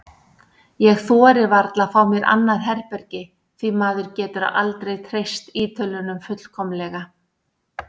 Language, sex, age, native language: Icelandic, female, 60-69, Icelandic